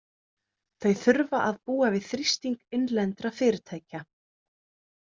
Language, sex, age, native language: Icelandic, female, 30-39, Icelandic